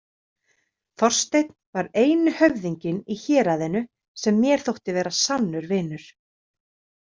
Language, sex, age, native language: Icelandic, female, 30-39, Icelandic